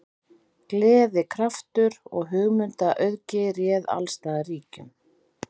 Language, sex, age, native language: Icelandic, female, 40-49, Icelandic